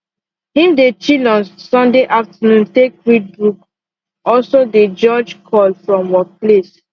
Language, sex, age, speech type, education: Nigerian Pidgin, female, 15-29, spontaneous, secondary